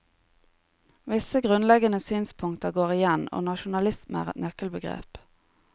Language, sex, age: Norwegian, female, 30